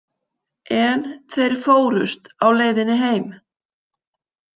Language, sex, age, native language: Icelandic, female, 50-59, Icelandic